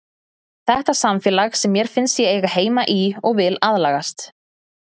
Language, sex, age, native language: Icelandic, female, 30-39, Icelandic